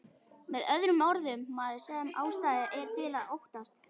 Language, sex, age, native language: Icelandic, male, 11, Icelandic